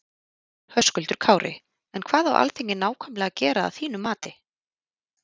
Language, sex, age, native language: Icelandic, female, 30-39, Icelandic